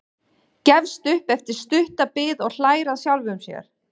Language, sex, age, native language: Icelandic, male, 12, Danish